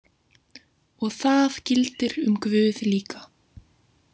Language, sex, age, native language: Icelandic, female, 18-19, Icelandic